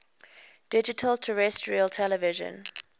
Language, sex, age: English, female, 21